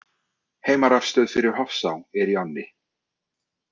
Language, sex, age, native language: Icelandic, male, 30-39, Icelandic